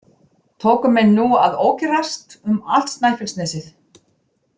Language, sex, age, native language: Icelandic, female, 20-29, Icelandic